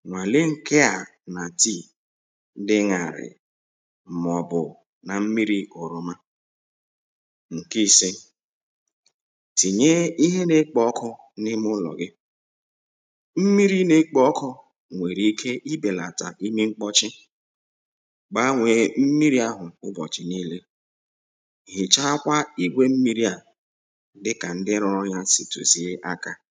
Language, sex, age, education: Igbo, male, 46-60, tertiary